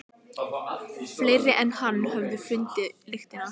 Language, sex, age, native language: Icelandic, female, 15, Icelandic